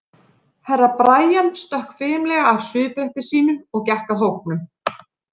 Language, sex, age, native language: Icelandic, female, 40-49, Icelandic